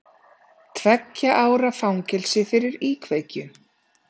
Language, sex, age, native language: Icelandic, female, 30-39, Icelandic